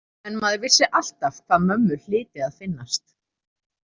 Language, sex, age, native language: Icelandic, female, 30-39, Icelandic